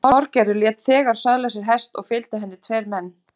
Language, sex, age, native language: Icelandic, female, 40-49, Icelandic